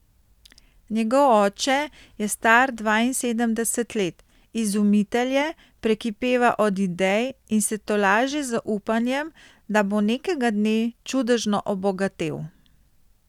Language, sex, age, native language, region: Slovenian, female, 30-49, Slovenian, Central Slovenia